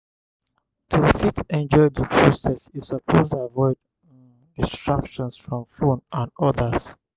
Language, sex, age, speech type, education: Nigerian Pidgin, male, 60+, spontaneous, tertiary